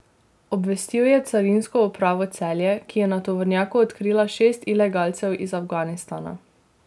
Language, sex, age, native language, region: Slovenian, female, 18-29, Slovenian, Drava region